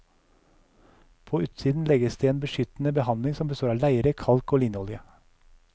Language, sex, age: Norwegian, male, 37